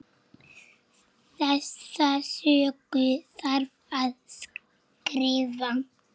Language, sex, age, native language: Icelandic, female, 7, Icelandic